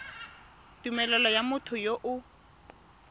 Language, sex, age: Tswana, female, 18